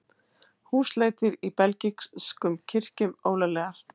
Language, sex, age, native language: Icelandic, female, 50-59, Icelandic